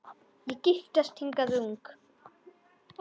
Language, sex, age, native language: Icelandic, female, 10, Icelandic